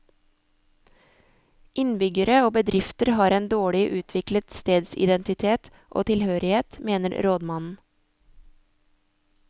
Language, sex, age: Norwegian, female, 24